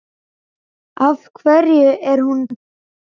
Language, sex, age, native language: Icelandic, male, 10, Icelandic